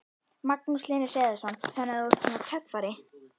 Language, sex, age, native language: Icelandic, female, 11, Icelandic